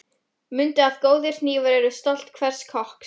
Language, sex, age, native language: Icelandic, female, 11, Polish